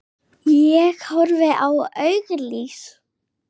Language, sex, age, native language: Icelandic, female, 8, Icelandic